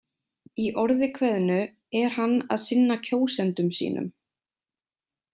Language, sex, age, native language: Icelandic, female, 20-29, Icelandic